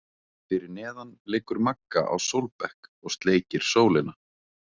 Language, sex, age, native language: Icelandic, male, 30-39, Icelandic